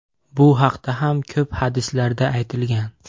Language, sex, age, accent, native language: Uzbek, male, 18-24, Andijon, Uzbek